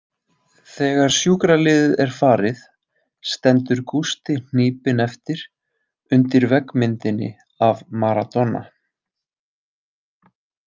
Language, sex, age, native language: Icelandic, male, 20-29, Icelandic